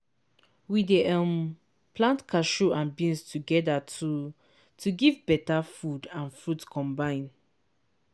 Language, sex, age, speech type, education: Nigerian Pidgin, female, 15-29, spontaneous, tertiary